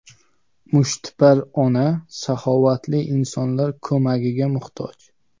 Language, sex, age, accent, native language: Uzbek, male, 25-34, Sirdaryo, Uzbek